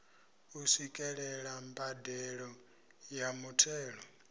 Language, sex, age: Venda, male, 26